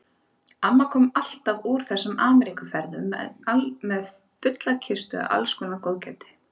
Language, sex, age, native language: Icelandic, female, 30-39, Icelandic